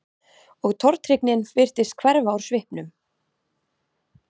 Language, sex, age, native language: Icelandic, female, 30-39, Icelandic